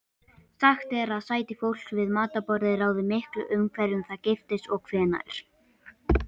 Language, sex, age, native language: Icelandic, male, 18-19, Icelandic